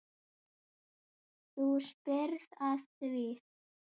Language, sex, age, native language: Icelandic, male, 9, Icelandic